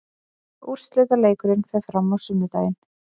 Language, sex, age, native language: Icelandic, female, 20-29, Icelandic